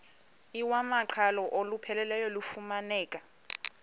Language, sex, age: Xhosa, female, 20